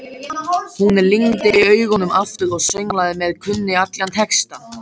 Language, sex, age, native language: Icelandic, male, 13, Icelandic